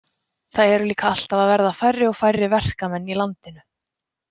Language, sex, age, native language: Icelandic, female, 20-29, Icelandic